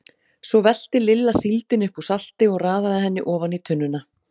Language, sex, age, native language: Icelandic, female, 40-49, Icelandic